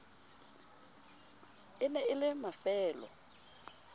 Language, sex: Southern Sotho, female